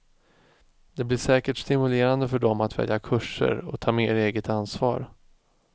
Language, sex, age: Swedish, male, 36